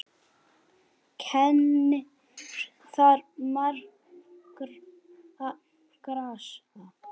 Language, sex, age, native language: Icelandic, female, 9, Icelandic